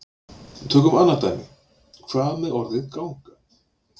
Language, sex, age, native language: Icelandic, male, 40-49, Icelandic